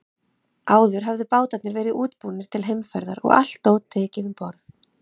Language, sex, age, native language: Icelandic, female, 30-39, Icelandic